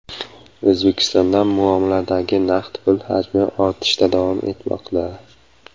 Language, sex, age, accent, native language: Uzbek, male, 25-34, Samarqand, Uzbek